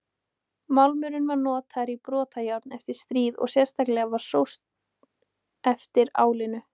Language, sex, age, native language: Icelandic, female, 18-19, Icelandic